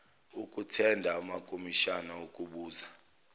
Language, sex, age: Zulu, male, 29